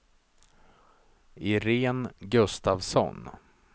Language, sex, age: Swedish, male, 35